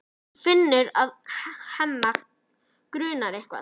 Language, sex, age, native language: Icelandic, female, 11, Icelandic